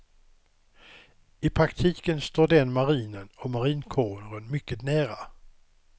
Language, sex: Swedish, male